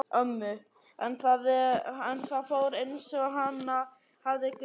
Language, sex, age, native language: Icelandic, male, 11, Icelandic